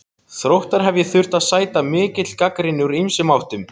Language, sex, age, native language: Icelandic, other, 18-19, Icelandic